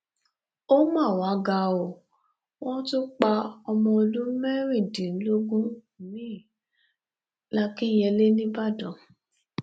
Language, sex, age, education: Yoruba, female, 15-29, tertiary